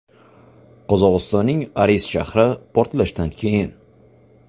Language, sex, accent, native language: Uzbek, male, Farg'ona, Uzbek